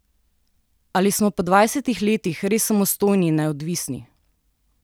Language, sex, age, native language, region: Slovenian, female, 30-49, Slovenian, Southeast Slovenia